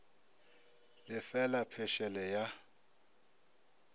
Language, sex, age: Northern Sotho, male, 24